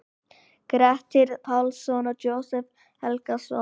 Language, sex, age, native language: Icelandic, male, 18-19, Icelandic